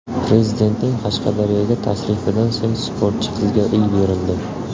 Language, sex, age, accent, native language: Uzbek, male, 18-24, Surxondaryo, Uzbek